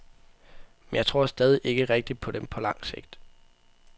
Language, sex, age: Danish, male, 18